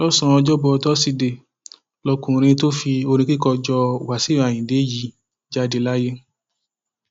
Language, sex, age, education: Yoruba, male, 15-29, tertiary